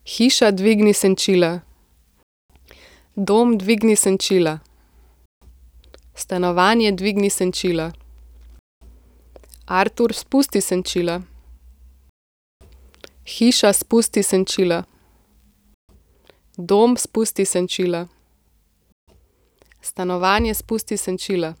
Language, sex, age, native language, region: Slovenian, female, 18-29, Slovenian, Central Slovenia